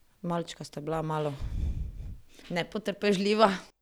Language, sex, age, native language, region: Slovenian, female, 30-49, Slovenian, Drava region